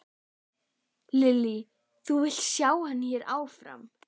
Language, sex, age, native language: Icelandic, female, 12, Icelandic